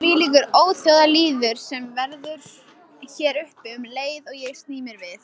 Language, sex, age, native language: Icelandic, female, 18-19, Icelandic